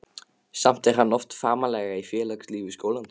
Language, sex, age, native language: Icelandic, male, 15, Icelandic